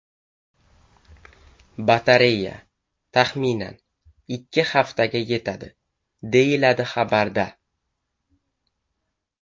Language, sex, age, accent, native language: Uzbek, male, 12-17, Qashqadaryo, Uzbek